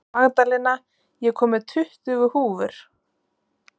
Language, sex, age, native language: Icelandic, female, 20-29, Icelandic